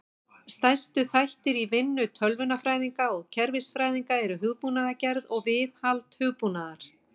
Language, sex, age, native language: Icelandic, female, 60-69, Icelandic